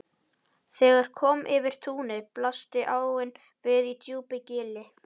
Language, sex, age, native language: Icelandic, male, 11, Icelandic